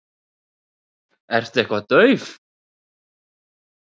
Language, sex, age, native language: Icelandic, male, 30-39, Icelandic